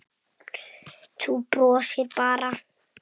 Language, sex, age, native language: Icelandic, male, 7, Icelandic